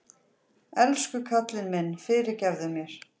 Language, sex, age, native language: Icelandic, female, 40-49, Icelandic